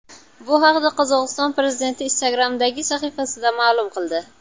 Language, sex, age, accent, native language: Uzbek, female, 19-29, Buxoro, Uzbek